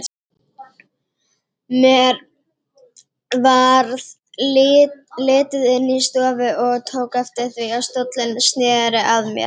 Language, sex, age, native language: Icelandic, female, 18-19, Icelandic